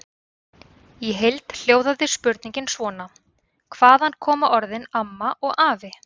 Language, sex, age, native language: Icelandic, female, 30-39, Icelandic